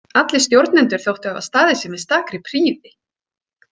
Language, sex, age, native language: Icelandic, female, 40-49, Icelandic